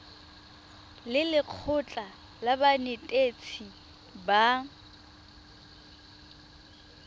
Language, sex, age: Tswana, female, 20